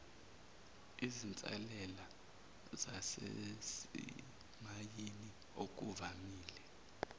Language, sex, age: Zulu, male, 23